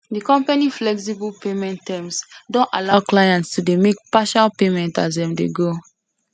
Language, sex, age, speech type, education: Nigerian Pidgin, female, 15-29, spontaneous, secondary